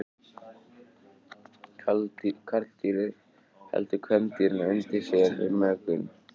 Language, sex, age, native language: Icelandic, male, 18-19, Icelandic